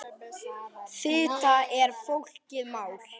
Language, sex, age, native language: Icelandic, male, 8, Icelandic